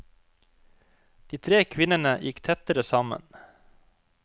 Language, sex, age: Norwegian, male, 25